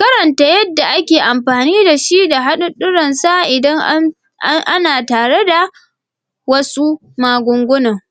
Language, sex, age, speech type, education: Hausa, female, 46-60, spontaneous, secondary